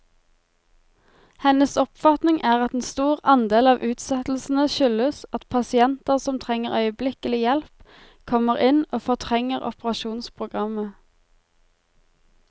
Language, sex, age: Norwegian, female, 23